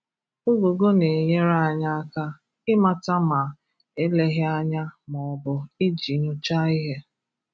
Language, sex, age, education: Igbo, female, 15-29, tertiary